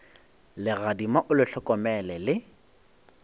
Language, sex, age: Northern Sotho, male, 21